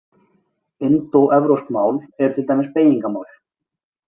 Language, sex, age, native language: Icelandic, male, 20-29, Icelandic